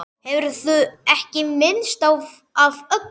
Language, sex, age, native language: Icelandic, male, 10, Icelandic